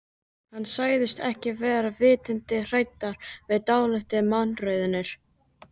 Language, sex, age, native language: Icelandic, male, 13, Icelandic